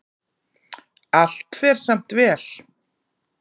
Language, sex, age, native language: Icelandic, female, 40-49, Icelandic